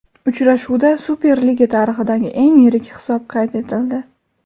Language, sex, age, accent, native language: Uzbek, female, 18-24, Andijon, Uzbek